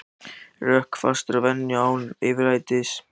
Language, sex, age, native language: Icelandic, male, 14, Icelandic